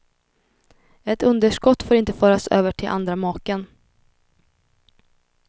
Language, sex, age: Swedish, female, 21